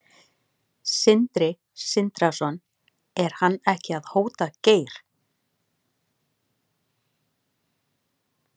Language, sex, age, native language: Icelandic, female, 40-49, Icelandic